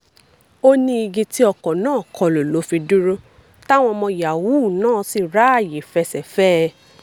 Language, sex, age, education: Yoruba, female, 15-29, tertiary